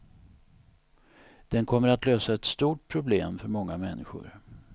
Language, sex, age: Swedish, male, 59